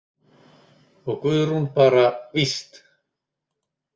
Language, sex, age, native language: Icelandic, male, 30-39, Icelandic